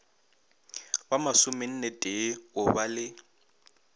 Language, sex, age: Northern Sotho, male, 20